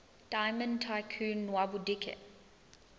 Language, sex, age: English, female, 20